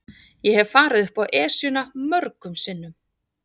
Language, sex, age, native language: Icelandic, female, 40-49, Icelandic